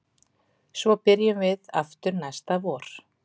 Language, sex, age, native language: Icelandic, female, 40-49, Icelandic